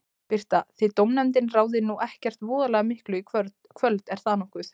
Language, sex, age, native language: Icelandic, female, 20-29, Icelandic